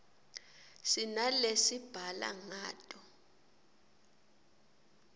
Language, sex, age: Swati, female, 26